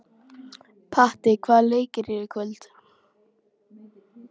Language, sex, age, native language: Icelandic, female, 12, Icelandic